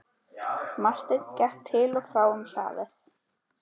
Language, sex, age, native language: Icelandic, female, 12, Icelandic